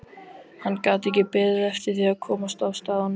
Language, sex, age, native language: Icelandic, other, 18-19, Icelandic